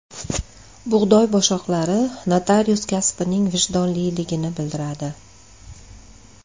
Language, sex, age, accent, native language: Uzbek, female, 35+, Andijon, Uzbek